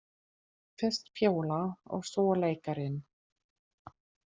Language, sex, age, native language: Icelandic, female, 40-49, German